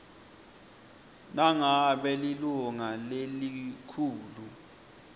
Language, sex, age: Swati, male, 20